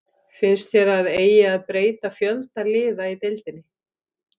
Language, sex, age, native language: Icelandic, female, 40-49, Icelandic